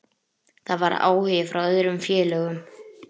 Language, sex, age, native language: Icelandic, female, 30-39, Icelandic